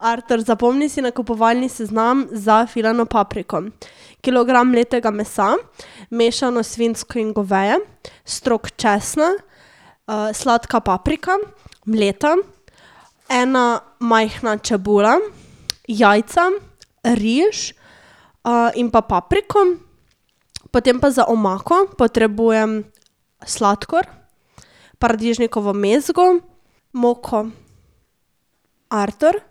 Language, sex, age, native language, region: Slovenian, female, 18-29, Slovenian, Drava region